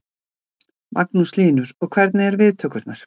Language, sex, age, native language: Icelandic, female, 60-69, Icelandic